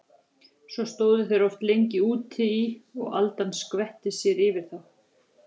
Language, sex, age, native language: Icelandic, female, 40-49, Icelandic